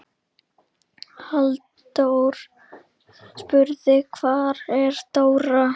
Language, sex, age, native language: Icelandic, female, 8, Icelandic